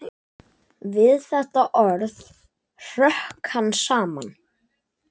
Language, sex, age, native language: Icelandic, male, 11, Icelandic